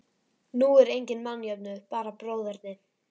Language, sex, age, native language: Icelandic, female, 11, Icelandic